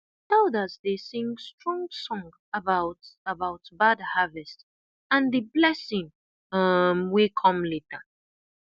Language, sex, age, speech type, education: Nigerian Pidgin, female, 30-45, spontaneous, tertiary